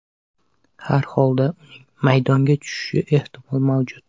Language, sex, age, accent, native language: Uzbek, male, 25-34, Samarqand, Uzbek